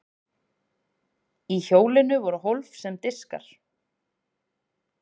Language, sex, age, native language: Icelandic, female, 30-39, Icelandic